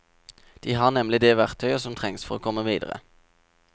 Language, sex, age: Norwegian, male, 27